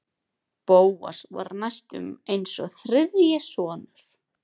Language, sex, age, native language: Icelandic, female, 30-39, Icelandic